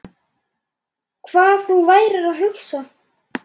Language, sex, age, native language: Icelandic, male, 8, Icelandic